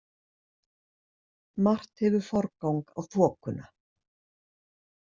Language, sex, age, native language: Icelandic, female, 60-69, Icelandic